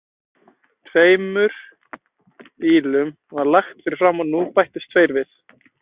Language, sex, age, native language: Icelandic, male, 20-29, Icelandic